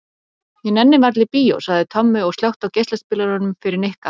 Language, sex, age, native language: Icelandic, female, 40-49, Icelandic